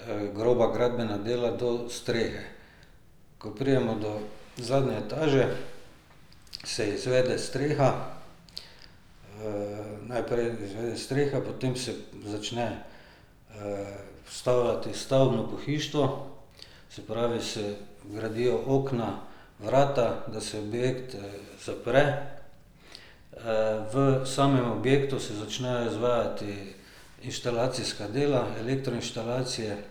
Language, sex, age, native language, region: Slovenian, male, 50-59, Slovenian, Drava region